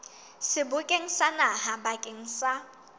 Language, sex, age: Southern Sotho, female, 19